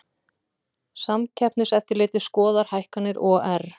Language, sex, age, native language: Icelandic, female, 40-49, Icelandic